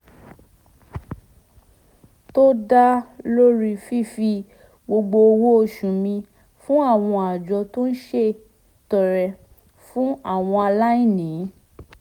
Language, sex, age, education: Yoruba, female, 15-29, tertiary